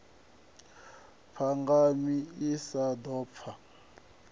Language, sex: Venda, male